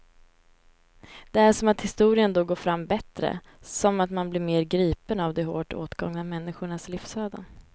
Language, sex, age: Swedish, female, 18